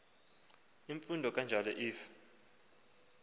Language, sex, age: Xhosa, male, 19